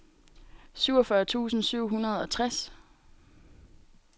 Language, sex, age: Danish, female, 18